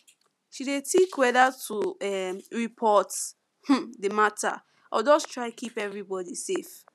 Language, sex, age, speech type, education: Nigerian Pidgin, female, 15-29, spontaneous, secondary